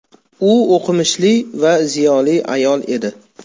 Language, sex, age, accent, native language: Uzbek, male, 35+, Toshkent viloyati, Uzbek